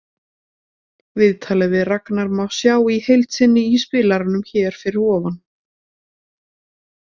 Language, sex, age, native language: Icelandic, female, 20-29, Icelandic